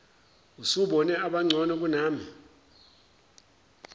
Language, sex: Zulu, male